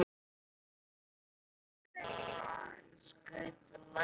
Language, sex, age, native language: Icelandic, male, 13, Icelandic